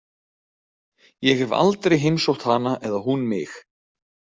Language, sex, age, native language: Icelandic, male, 40-49, Icelandic